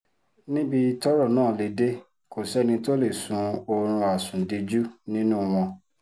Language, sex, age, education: Yoruba, female, 30-45, tertiary